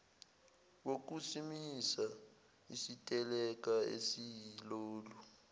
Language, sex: Zulu, male